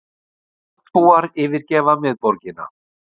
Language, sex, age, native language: Icelandic, male, 60-69, Icelandic